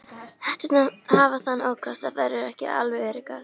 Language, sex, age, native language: Icelandic, female, 13, Icelandic